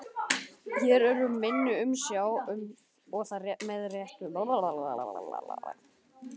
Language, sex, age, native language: Icelandic, male, 12, Icelandic